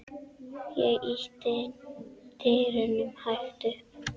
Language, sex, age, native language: Icelandic, female, 10, Icelandic